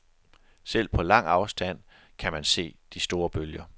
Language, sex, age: Danish, male, 42